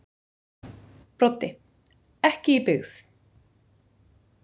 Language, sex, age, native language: Icelandic, female, 20-29, Icelandic